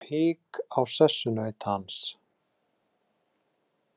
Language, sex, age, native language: Icelandic, male, 30-39, Icelandic